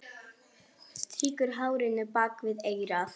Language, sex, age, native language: Icelandic, female, 10, Polish